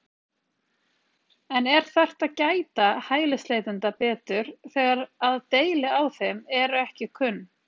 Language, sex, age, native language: Icelandic, female, 30-39, Icelandic